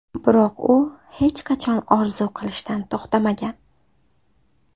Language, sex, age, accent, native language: Uzbek, female, 19-29, Sirdaryo, Uzbek